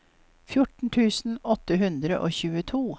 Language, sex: Norwegian, female